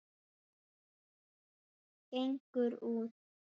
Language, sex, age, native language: Icelandic, male, 9, Icelandic